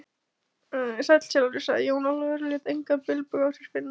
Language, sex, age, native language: Icelandic, female, 20-29, Icelandic